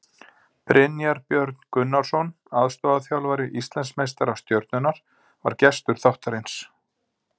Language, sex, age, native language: Icelandic, male, 50-59, Icelandic